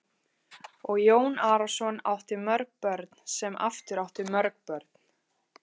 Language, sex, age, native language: Icelandic, female, 20-29, Icelandic